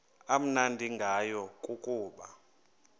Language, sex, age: Xhosa, male, 21